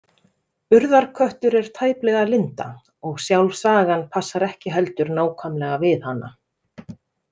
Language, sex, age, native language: Icelandic, female, 30-39, Icelandic